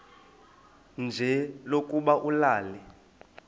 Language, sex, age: Xhosa, male, 20